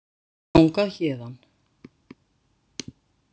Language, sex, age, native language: Icelandic, female, 50-59, Icelandic